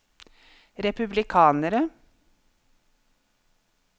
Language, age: Norwegian, 50